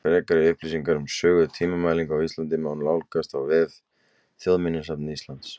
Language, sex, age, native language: Icelandic, male, 20-29, Icelandic